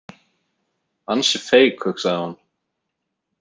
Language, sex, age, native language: Icelandic, male, 30-39, Icelandic